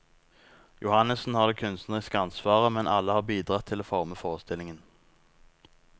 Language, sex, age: Norwegian, male, 19